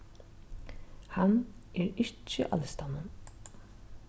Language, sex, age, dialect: Faroese, female, 36-60, Norðuroyggjar